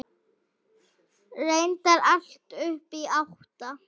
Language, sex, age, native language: Icelandic, female, 7, Icelandic